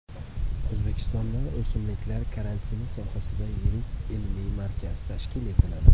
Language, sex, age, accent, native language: Uzbek, male, 25-34, Andijon, Uzbek